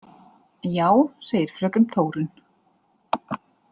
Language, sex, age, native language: Icelandic, female, 40-49, Icelandic